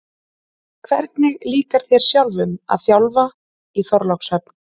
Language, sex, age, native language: Icelandic, female, 20-29, Icelandic